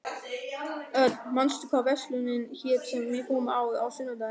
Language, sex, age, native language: Icelandic, male, 13, German